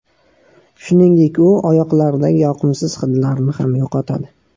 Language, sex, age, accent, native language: Uzbek, male, 18-24, Qashqadaryo, Uzbek